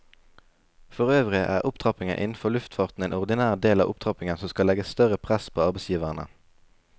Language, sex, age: Norwegian, male, 20